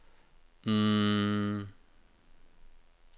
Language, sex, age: Norwegian, male, 36